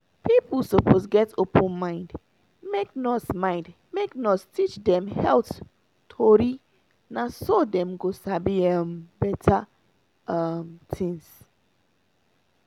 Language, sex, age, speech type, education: Nigerian Pidgin, female, 30-45, spontaneous, tertiary